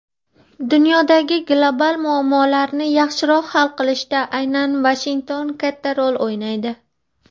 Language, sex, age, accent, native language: Uzbek, female, 30-39, Farg'ona, Uzbek